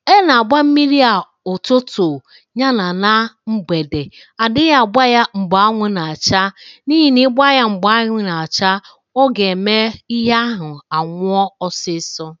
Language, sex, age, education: Igbo, female, 30-45, tertiary